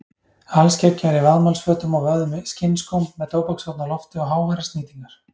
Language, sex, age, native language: Icelandic, male, 30-39, Icelandic